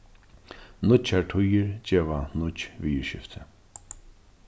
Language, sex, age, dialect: Faroese, male, 36-60, Norðurstreymoy/Eysturoy